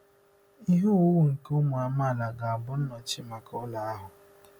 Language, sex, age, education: Igbo, male, 15-29, tertiary